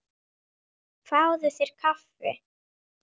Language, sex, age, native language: Icelandic, female, 9, Icelandic